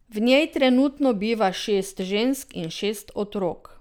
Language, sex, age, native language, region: Slovenian, female, 50-59, Slovenian, Drava region